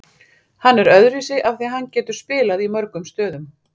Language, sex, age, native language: Icelandic, female, 40-49, Icelandic